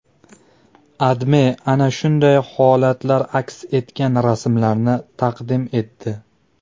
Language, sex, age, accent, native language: Uzbek, male, 19-29, Andijon, Uzbek